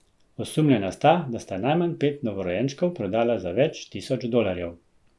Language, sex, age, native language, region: Slovenian, male, 50-59, Slovenian, Central Slovenia